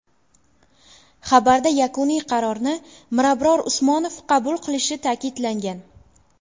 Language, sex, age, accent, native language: Uzbek, female, under 19, Buxoro, Uzbek